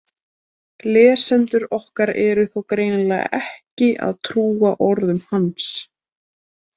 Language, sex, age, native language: Icelandic, female, 20-29, Icelandic